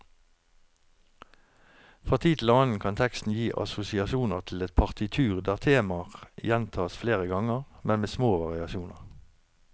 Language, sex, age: Norwegian, male, 49